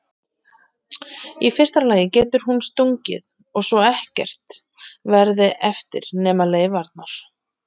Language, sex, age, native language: Icelandic, female, 30-39, Icelandic